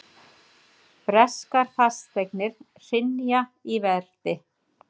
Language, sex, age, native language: Icelandic, female, 60-69, Icelandic